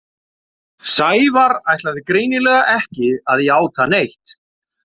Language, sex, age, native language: Icelandic, male, 40-49, Icelandic